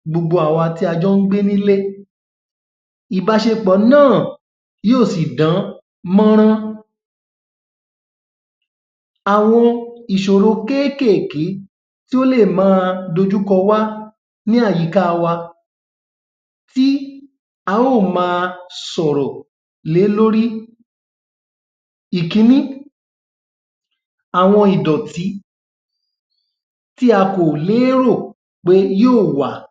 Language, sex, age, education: Yoruba, male, 15-29, tertiary